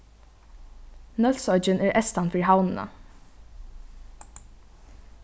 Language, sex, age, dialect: Faroese, female, 15-35, Norðurstreymoy/Eysturoy